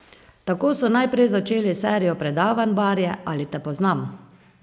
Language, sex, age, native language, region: Slovenian, female, 50-59, Slovenian, Savinja region